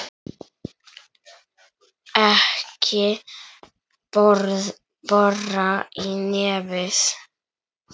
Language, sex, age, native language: Icelandic, male, 9, Icelandic